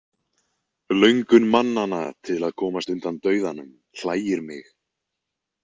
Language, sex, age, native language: Icelandic, male, 20-29, Icelandic